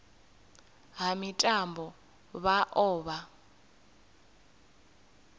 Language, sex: Venda, female